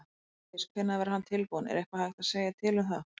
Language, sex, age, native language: Icelandic, female, 20-29, Icelandic